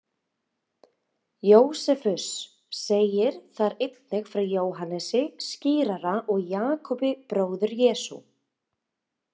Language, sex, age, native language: Icelandic, female, 30-39, Icelandic